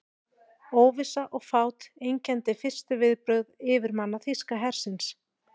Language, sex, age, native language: Icelandic, female, 40-49, Icelandic